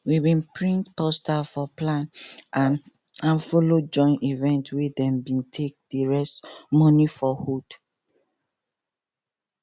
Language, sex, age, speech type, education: Nigerian Pidgin, female, 15-29, spontaneous, tertiary